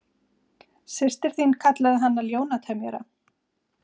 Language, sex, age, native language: Icelandic, female, 40-49, Icelandic